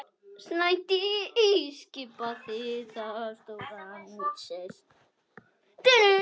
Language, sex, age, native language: Icelandic, male, 9, Icelandic